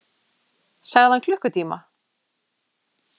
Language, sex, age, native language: Icelandic, female, 40-49, Icelandic